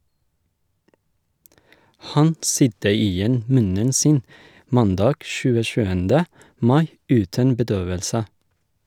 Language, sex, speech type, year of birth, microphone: Norwegian, male, read, 1981, Shure